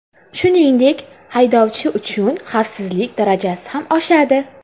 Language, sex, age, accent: Uzbek, female, 18-24, Qoraqalpog'iston